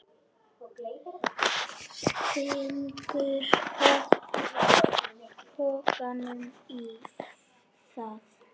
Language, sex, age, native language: Icelandic, female, 10, Icelandic